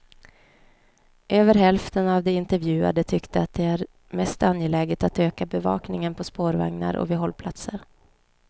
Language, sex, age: Swedish, female, 29